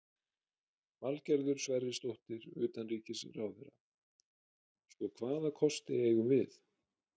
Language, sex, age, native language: Icelandic, male, 30-39, Icelandic